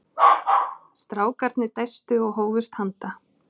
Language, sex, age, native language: Icelandic, female, 30-39, Icelandic